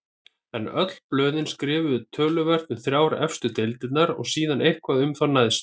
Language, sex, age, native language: Icelandic, male, 30-39, Icelandic